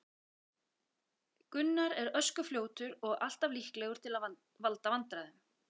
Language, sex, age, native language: Icelandic, female, 40-49, Icelandic